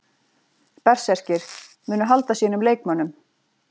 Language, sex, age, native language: Icelandic, female, 40-49, Icelandic